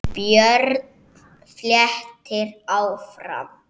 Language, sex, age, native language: Icelandic, male, 6, Icelandic